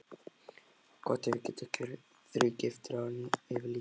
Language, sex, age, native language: Icelandic, male, 11, Icelandic